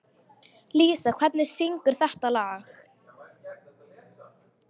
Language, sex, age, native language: Icelandic, female, 18-19, Icelandic